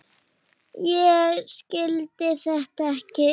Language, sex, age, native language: Icelandic, female, 10, Icelandic